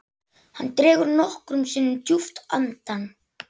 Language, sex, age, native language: Icelandic, male, 11, Icelandic